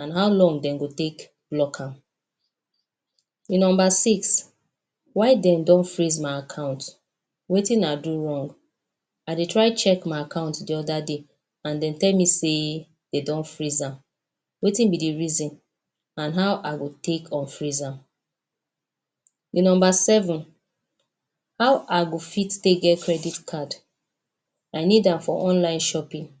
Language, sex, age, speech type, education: Nigerian Pidgin, female, 30-45, spontaneous, tertiary